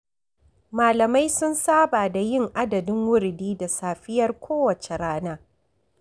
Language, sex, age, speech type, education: Hausa, female, 46-60, read, tertiary